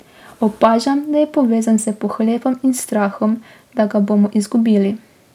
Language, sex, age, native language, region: Slovenian, female, 18-29, Slovenian, Drava region